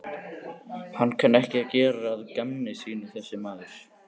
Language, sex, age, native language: Icelandic, male, 14, Icelandic